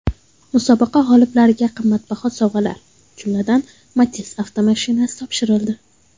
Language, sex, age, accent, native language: Uzbek, female, under 19, Toshkent viloyati, Uzbek